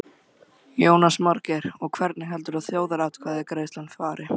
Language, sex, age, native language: Icelandic, male, 13, Icelandic